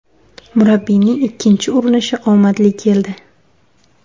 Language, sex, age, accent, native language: Uzbek, female, 19-29, Surxondaryo, Uzbek